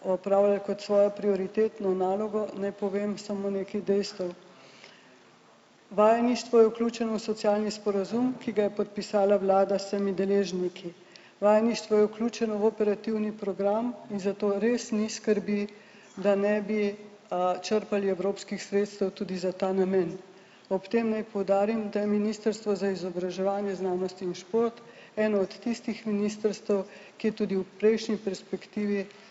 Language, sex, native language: Slovenian, male, Slovenian